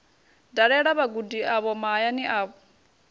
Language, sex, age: Venda, female, 21